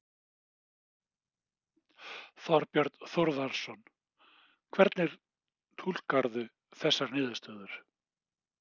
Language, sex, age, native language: Icelandic, male, 60-69, Icelandic